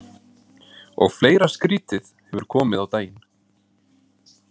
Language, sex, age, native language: Icelandic, male, 20-29, Icelandic